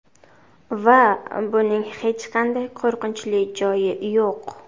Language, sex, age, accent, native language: Uzbek, female, 18-24, Buxoro, Uzbek